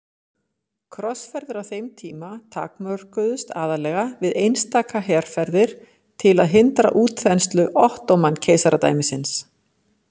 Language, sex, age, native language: Icelandic, female, 50-59, Icelandic